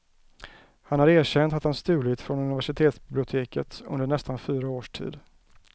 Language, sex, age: Swedish, male, 34